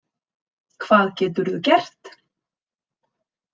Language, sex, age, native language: Icelandic, female, 30-39, Icelandic